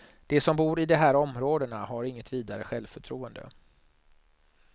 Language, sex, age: Swedish, male, 39